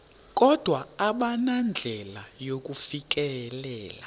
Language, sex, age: Xhosa, male, 30